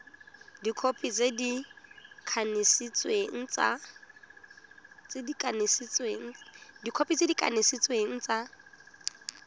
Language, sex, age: Tswana, female, 19